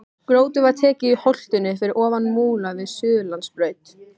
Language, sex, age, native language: Icelandic, female, 15, Icelandic